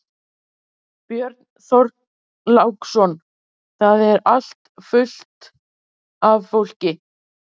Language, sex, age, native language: Icelandic, female, 30-39, Icelandic